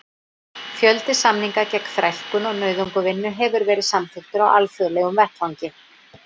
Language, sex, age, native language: Icelandic, female, 40-49, Icelandic